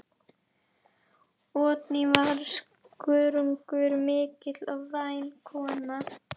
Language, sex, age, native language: Icelandic, female, 11, Icelandic